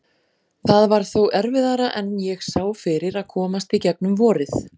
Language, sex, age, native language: Icelandic, female, 40-49, Icelandic